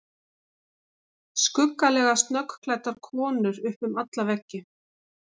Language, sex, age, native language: Icelandic, female, 50-59, Icelandic